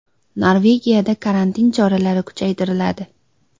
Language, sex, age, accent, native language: Uzbek, female, 19-29, Xorazm, Uzbek